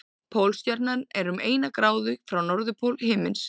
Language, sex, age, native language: Icelandic, female, 30-39, Icelandic